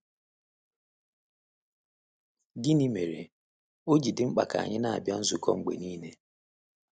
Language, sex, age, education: Igbo, male, 30-45, tertiary